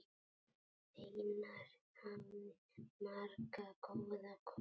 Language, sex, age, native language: Icelandic, male, 8, Icelandic